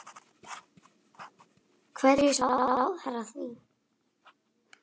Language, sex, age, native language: Icelandic, female, 9, Icelandic